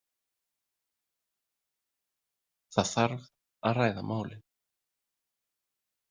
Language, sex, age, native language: Icelandic, male, 30-39, Icelandic